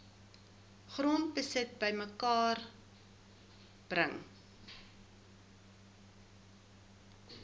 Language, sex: Afrikaans, female